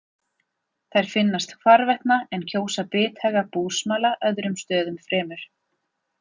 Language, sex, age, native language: Icelandic, female, 40-49, Icelandic